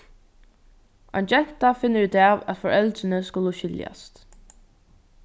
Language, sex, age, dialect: Faroese, female, 15-35, Norðurstreymoy/Eysturoy